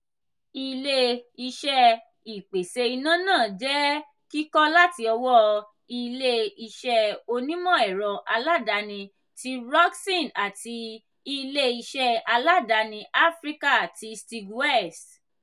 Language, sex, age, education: Yoruba, female, 15-29, tertiary